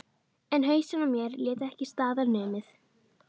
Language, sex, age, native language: Icelandic, female, 12, Icelandic